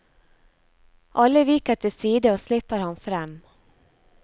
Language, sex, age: Norwegian, female, 34